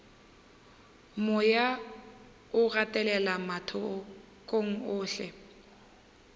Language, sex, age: Northern Sotho, female, 21